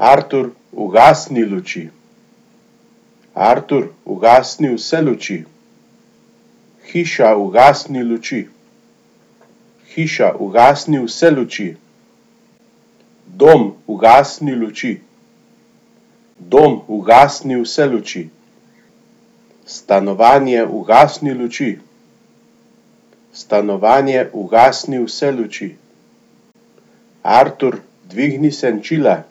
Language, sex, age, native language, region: Slovenian, male, 50-59, Slovenian, Gorenjska region